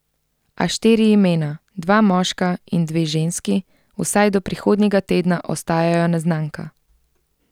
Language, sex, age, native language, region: Slovenian, female, 30-49, Slovenian, Central Slovenia